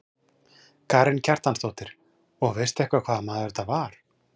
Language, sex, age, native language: Icelandic, male, 40-49, Icelandic